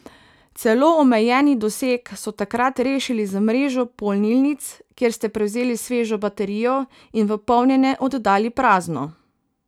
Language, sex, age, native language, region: Slovenian, female, 18-29, Slovenian, Savinja region